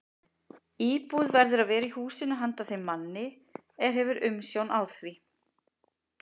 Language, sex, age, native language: Icelandic, female, 50-59, Icelandic